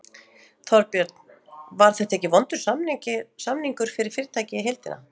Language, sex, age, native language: Icelandic, female, 40-49, Icelandic